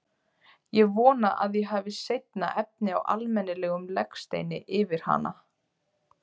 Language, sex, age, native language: Icelandic, female, 20-29, Icelandic